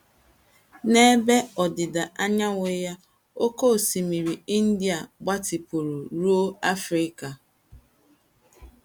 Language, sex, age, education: Igbo, female, 30-45, secondary